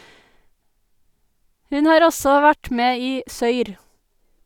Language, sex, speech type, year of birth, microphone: Norwegian, female, read, 1984, Sennheiser